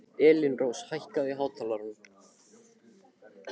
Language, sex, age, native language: Icelandic, male, 15, Icelandic